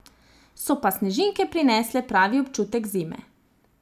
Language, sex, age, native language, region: Slovenian, female, 30-49, Slovenian, Zasavska region